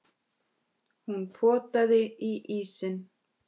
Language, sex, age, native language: Icelandic, female, 10, Icelandic